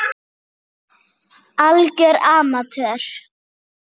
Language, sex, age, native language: Icelandic, female, 8, Icelandic